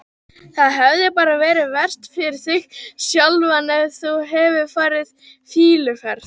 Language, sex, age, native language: Icelandic, female, 18-19, Icelandic